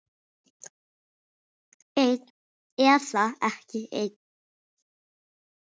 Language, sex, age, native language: Icelandic, male, 6, Icelandic